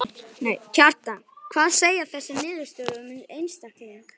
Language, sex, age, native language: Icelandic, male, 11, Icelandic